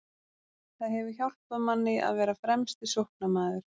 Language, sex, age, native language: Icelandic, female, 30-39, Icelandic